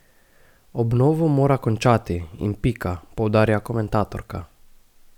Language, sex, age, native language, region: Slovenian, male, 18-29, Slovenian, Gorica region